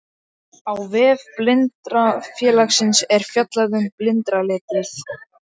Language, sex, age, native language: Icelandic, male, 18-19, Icelandic